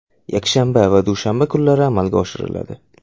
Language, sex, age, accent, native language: Uzbek, male, 19-29, Toshkent viloyati, Uzbek